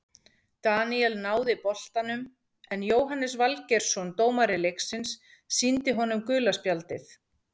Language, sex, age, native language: Icelandic, female, 40-49, Icelandic